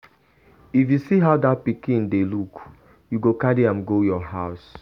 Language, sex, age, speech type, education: Nigerian Pidgin, male, 15-29, spontaneous, tertiary